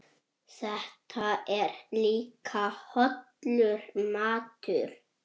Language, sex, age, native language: Icelandic, male, 6, Icelandic